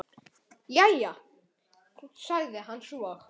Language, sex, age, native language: Icelandic, male, 10, Icelandic